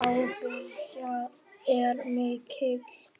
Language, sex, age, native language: Icelandic, male, 8, Icelandic